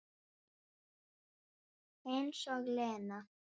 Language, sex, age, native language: Icelandic, male, 9, Icelandic